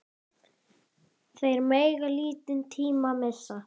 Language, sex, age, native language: Icelandic, female, 10, Icelandic